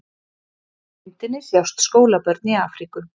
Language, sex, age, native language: Icelandic, female, 40-49, Icelandic